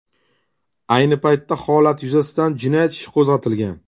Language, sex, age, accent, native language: Uzbek, male, 35+, Toshkent shahri, Uzbek